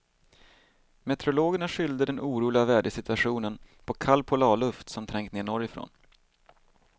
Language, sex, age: Swedish, male, 38